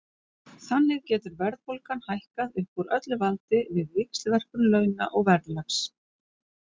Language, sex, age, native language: Icelandic, female, 40-49, Icelandic